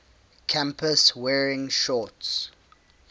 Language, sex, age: English, male, 18